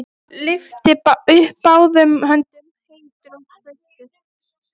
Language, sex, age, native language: Icelandic, female, 12, Icelandic